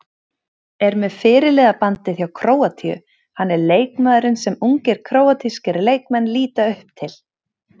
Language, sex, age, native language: Icelandic, female, 30-39, Icelandic